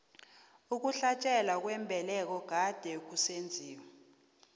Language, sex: South Ndebele, female